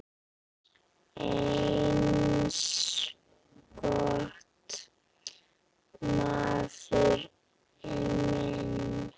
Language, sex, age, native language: Icelandic, female, 8, Icelandic